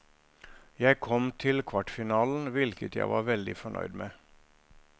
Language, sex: Norwegian, male